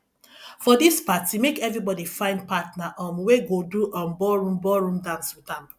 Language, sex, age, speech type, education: Nigerian Pidgin, female, 30-45, spontaneous, tertiary